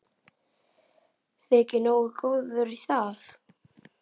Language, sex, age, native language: Icelandic, female, 9, Icelandic